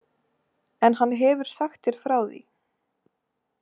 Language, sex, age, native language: Icelandic, female, 18-19, Icelandic